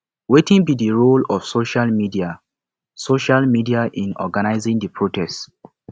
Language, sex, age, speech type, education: Nigerian Pidgin, male, 15-29, spontaneous, tertiary